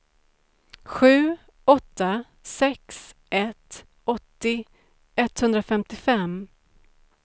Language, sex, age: Swedish, female, 35